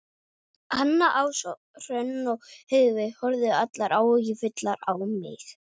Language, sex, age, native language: Icelandic, male, 12, Icelandic